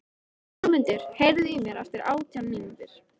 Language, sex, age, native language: Icelandic, female, 13, Icelandic